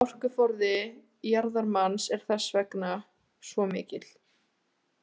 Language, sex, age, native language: Icelandic, female, 18-19, Icelandic